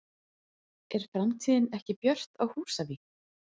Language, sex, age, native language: Icelandic, female, 40-49, Icelandic